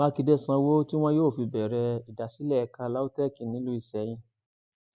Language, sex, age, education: Yoruba, male, 46-60, tertiary